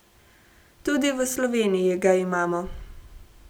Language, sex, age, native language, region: Slovenian, female, 18-29, Slovenian, Gorenjska region